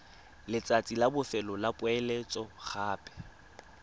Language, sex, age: Tswana, male, 22